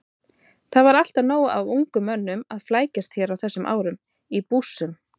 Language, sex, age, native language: Icelandic, female, 30-39, Icelandic